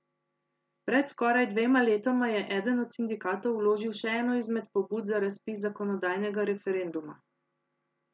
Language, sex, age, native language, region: Slovenian, female, 30-49, Slovenian, Central Slovenia